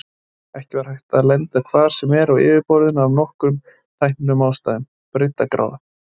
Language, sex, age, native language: Icelandic, male, 30-39, Icelandic